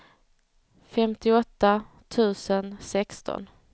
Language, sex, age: Swedish, female, 30